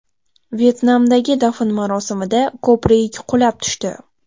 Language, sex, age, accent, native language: Uzbek, female, 12-17, Toshkent viloyati, Uzbek